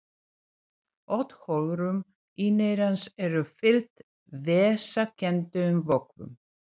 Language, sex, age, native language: Icelandic, female, 40-49, Serbo-Croatian